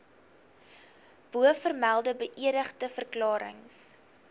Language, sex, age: Afrikaans, female, 19